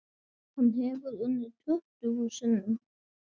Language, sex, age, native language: Icelandic, female, 7, Icelandic